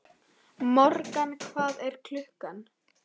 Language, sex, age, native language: Icelandic, female, 11, Icelandic